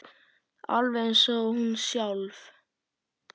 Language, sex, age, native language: Icelandic, male, 10, Icelandic